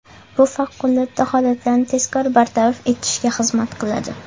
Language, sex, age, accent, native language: Uzbek, female, under 19, Toshkent shahri, Uzbek